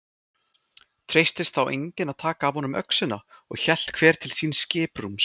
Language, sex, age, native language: Icelandic, male, 20-29, Icelandic